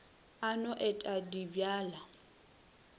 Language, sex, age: Northern Sotho, female, 21